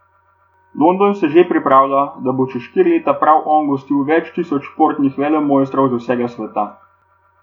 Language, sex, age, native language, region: Slovenian, male, 18-29, Slovenian, Gorenjska region